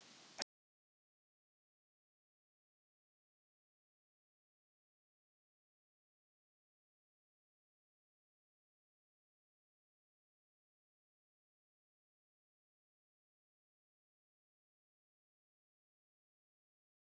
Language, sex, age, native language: Icelandic, female, 15, Icelandic